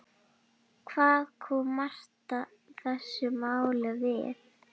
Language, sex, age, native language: Icelandic, female, 12, Icelandic